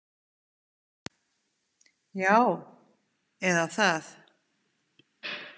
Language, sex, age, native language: Icelandic, female, 50-59, Icelandic